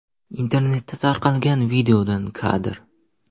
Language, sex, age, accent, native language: Uzbek, male, 12-17, Qoraqalpog'iston, Uzbek